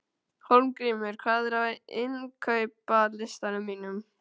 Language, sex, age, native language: Icelandic, male, 12, Icelandic